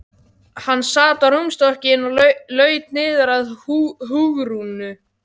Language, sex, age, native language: Icelandic, male, 12, Icelandic